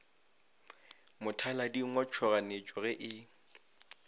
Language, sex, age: Northern Sotho, male, 20